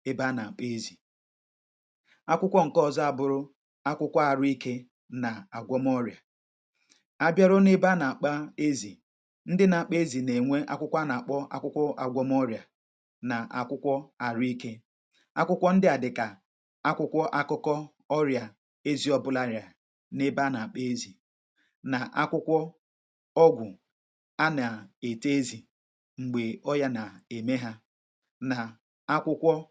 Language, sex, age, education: Igbo, male, 30-45, tertiary